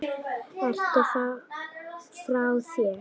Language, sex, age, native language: Icelandic, female, 9, Icelandic